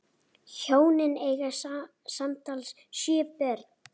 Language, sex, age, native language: Icelandic, female, 7, Icelandic